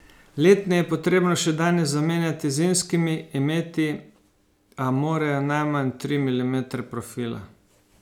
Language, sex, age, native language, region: Slovenian, male, 50-59, Slovenian, Savinja region